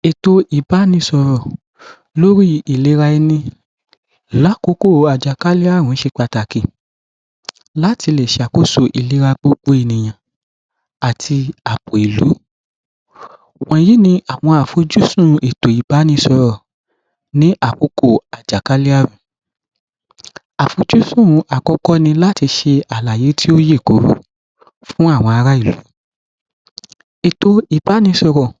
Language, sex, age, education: Yoruba, male, 15-29, tertiary